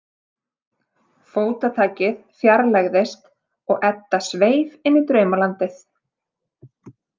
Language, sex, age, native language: Icelandic, female, 30-39, Icelandic